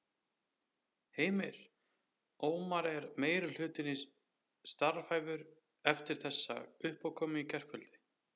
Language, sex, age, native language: Icelandic, male, 30-39, Icelandic